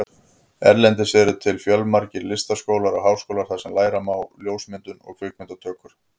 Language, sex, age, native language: Icelandic, male, 50-59, Icelandic